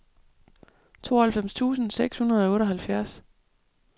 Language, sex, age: Danish, female, 37